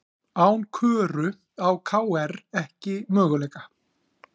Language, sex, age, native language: Icelandic, male, 40-49, Icelandic